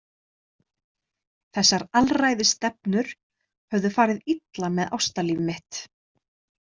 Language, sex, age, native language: Icelandic, female, 30-39, Icelandic